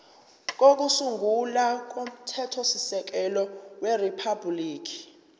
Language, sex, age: Zulu, male, 29